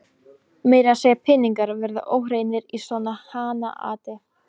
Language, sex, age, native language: Icelandic, female, 15, Polish